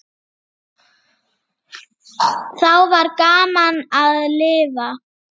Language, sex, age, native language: Icelandic, female, 8, Icelandic